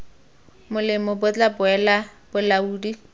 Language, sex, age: Tswana, female, 19